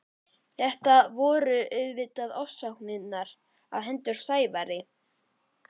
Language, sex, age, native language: Icelandic, male, 11, Icelandic